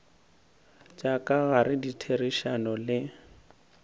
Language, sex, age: Northern Sotho, male, 19